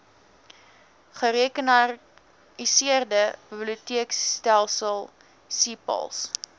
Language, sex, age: Afrikaans, female, 19